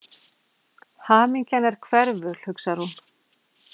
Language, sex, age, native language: Icelandic, female, 40-49, Icelandic